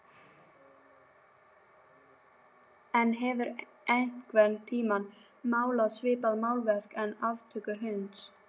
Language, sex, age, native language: Icelandic, female, 12, Icelandic